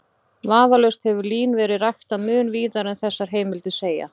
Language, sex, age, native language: Icelandic, female, 40-49, Icelandic